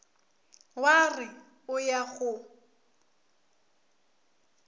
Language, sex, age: Northern Sotho, female, 24